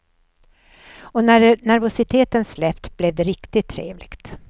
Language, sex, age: Swedish, female, 64